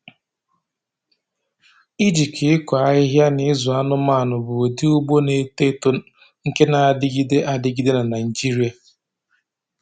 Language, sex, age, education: Igbo, male, 15-29, tertiary